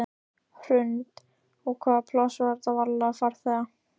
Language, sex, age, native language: Icelandic, male, 13, Icelandic